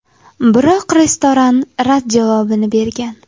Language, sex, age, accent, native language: Uzbek, female, under 19, Jizzax, Uzbek